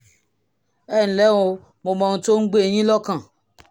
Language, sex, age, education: Yoruba, female, 46-60, tertiary